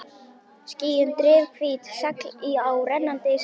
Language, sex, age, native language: Icelandic, male, 11, Icelandic